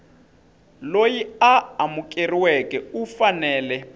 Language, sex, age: Tsonga, male, 25